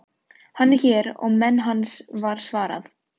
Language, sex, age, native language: Icelandic, female, 13, Filipino